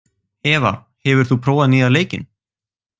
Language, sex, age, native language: Icelandic, male, 18-19, Icelandic